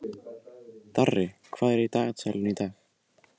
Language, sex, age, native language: Icelandic, male, 18-19, Icelandic